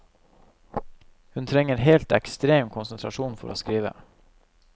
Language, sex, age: Norwegian, male, 21